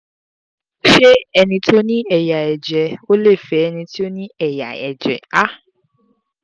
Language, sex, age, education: Yoruba, female, 15-29, tertiary